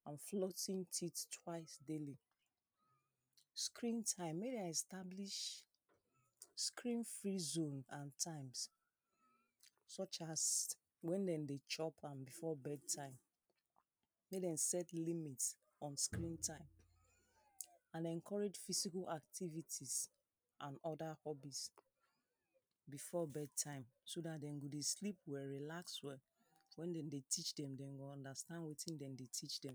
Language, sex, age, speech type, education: Nigerian Pidgin, female, 30-45, spontaneous, secondary